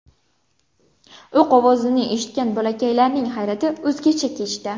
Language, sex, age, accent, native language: Uzbek, female, 18-24, Buxoro, Uzbek